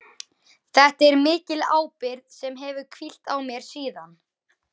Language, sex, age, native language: Icelandic, male, 11, Icelandic